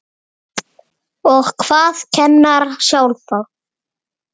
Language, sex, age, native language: Icelandic, female, 8, Icelandic